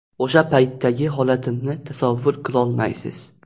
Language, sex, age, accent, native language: Uzbek, male, 12-17, Xorazm, Uzbek